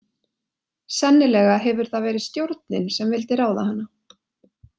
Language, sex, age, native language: Icelandic, female, 20-29, Icelandic